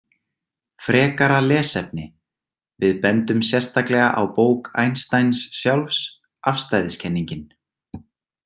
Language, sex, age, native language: Icelandic, male, 20-29, Icelandic